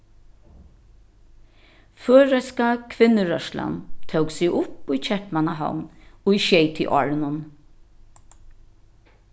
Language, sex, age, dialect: Faroese, female, 36-60, Norðurstreymoy/Eysturoy